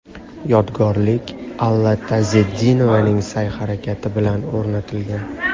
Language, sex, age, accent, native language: Uzbek, male, 19-29, Namangan, Uzbek